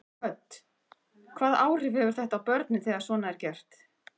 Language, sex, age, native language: Icelandic, female, 40-49, Icelandic